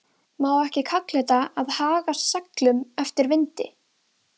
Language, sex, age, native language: Icelandic, female, 12, Icelandic